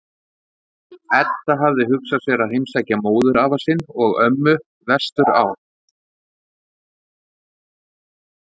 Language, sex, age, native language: Icelandic, male, 30-39, Icelandic